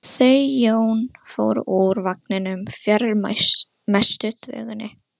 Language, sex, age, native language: Icelandic, female, 13, Russian